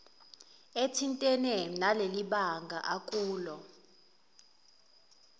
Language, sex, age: Zulu, female, 19